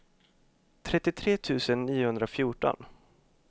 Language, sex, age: Swedish, male, 25